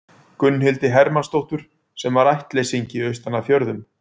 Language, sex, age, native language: Icelandic, male, 40-49, Icelandic